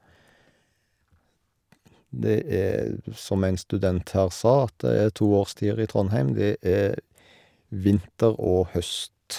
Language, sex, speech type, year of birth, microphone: Norwegian, male, spontaneous, 1972, Shure